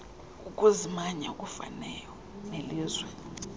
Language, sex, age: Xhosa, female, 35